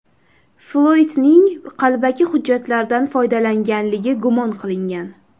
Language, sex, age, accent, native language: Uzbek, female, 18-24, Toshkent shahri, Uzbek